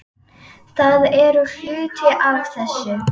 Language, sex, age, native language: Icelandic, female, 8, Icelandic